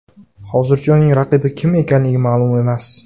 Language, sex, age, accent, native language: Uzbek, male, 18-24, Jizzax, Uzbek